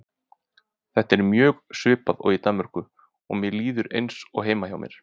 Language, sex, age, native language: Icelandic, male, 30-39, Icelandic